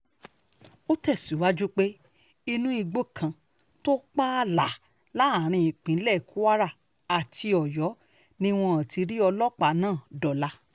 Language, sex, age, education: Yoruba, female, 30-45, tertiary